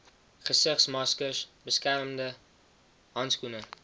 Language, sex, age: Afrikaans, male, 19